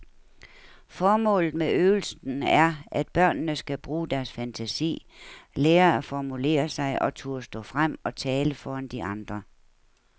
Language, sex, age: Danish, female, 69